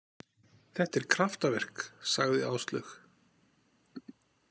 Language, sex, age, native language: Icelandic, male, 40-49, Icelandic